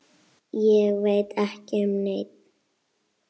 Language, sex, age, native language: Icelandic, female, 8, Icelandic